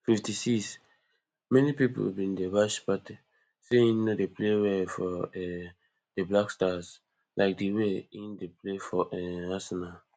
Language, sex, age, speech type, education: Nigerian Pidgin, male, 15-29, spontaneous, tertiary